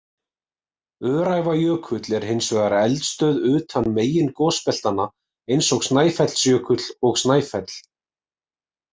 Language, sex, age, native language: Icelandic, male, 20-29, Icelandic